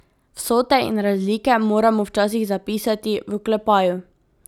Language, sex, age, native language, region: Slovenian, female, 18-29, Slovenian, Drava region